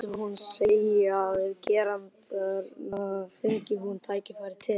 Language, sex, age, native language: Icelandic, male, 12, Icelandic